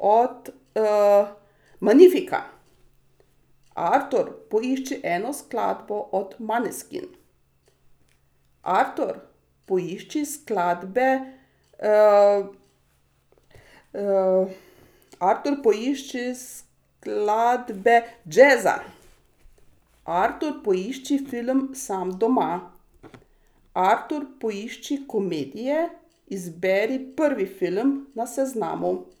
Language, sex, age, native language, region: Slovenian, female, 60+, Slovenian, Savinja region